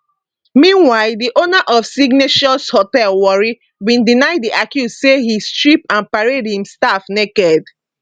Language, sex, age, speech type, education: Nigerian Pidgin, female, 15-29, spontaneous, tertiary